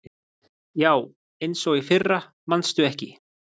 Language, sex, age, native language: Icelandic, male, 30-39, Icelandic